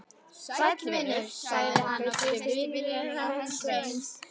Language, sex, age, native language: Icelandic, female, 12, Icelandic